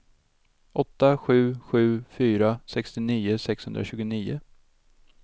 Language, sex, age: Swedish, male, 32